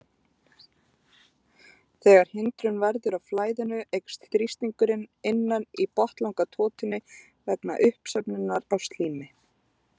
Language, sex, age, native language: Icelandic, female, 20-29, Icelandic